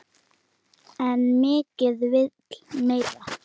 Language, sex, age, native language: Icelandic, female, 9, Icelandic